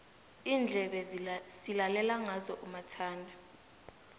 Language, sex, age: South Ndebele, female, 18